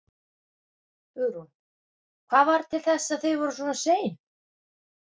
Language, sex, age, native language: Icelandic, female, 50-59, Icelandic